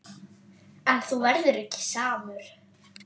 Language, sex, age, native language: Icelandic, female, 10, Icelandic